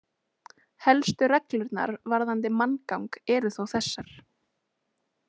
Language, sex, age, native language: Icelandic, female, 20-29, Icelandic